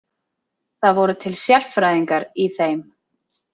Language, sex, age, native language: Icelandic, female, 30-39, Icelandic